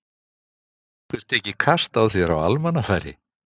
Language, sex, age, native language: Icelandic, male, 50-59, Icelandic